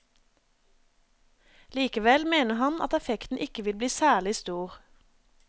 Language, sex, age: Norwegian, female, 27